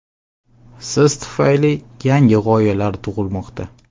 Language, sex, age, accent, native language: Uzbek, male, 19-29, Andijon, Uzbek